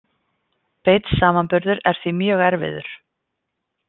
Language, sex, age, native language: Icelandic, female, 50-59, Icelandic